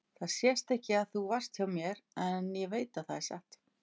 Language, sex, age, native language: Icelandic, female, 50-59, Icelandic